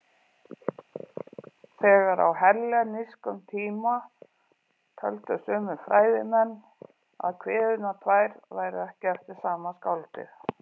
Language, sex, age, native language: Icelandic, female, 40-49, Icelandic